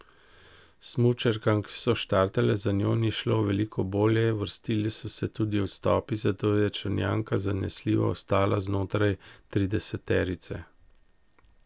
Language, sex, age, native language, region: Slovenian, male, 50-59, Slovenian, Central Slovenia